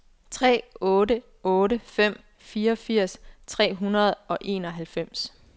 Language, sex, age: Danish, female, 24